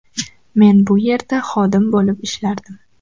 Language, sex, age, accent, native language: Uzbek, female, 12-17, Farg'ona, Uzbek